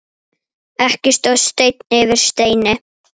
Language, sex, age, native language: Icelandic, female, 8, Icelandic